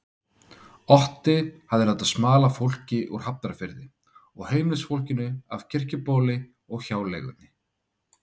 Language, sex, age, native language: Icelandic, male, 30-39, Icelandic